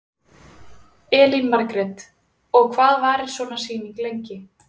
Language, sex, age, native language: Icelandic, female, 20-29, Icelandic